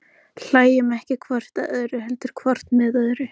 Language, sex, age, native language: Icelandic, male, 14, Icelandic